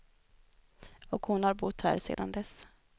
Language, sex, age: Swedish, female, 20